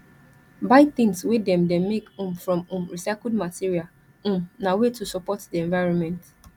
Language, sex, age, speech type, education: Nigerian Pidgin, female, 15-29, spontaneous, tertiary